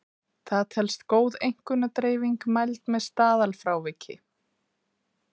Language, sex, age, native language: Icelandic, female, 30-39, Icelandic